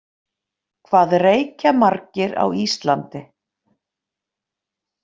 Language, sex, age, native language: Icelandic, female, 50-59, Icelandic